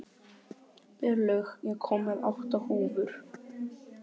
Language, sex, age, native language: Icelandic, male, 12, Icelandic